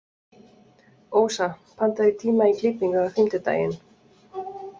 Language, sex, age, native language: Icelandic, other, 30-39, French